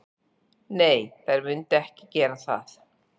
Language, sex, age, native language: Icelandic, female, 40-49, Icelandic